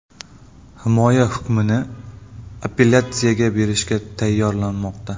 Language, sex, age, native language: Uzbek, male, 25-34, Uzbek